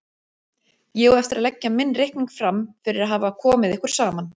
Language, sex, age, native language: Icelandic, female, 40-49, Icelandic